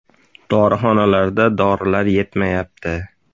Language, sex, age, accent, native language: Uzbek, male, 35+, Andijon, Uzbek